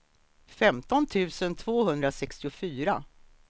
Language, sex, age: Swedish, female, 63